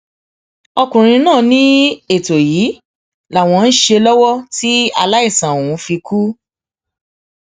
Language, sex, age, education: Yoruba, female, 30-45, tertiary